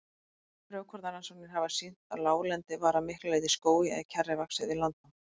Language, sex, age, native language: Icelandic, female, 20-29, Icelandic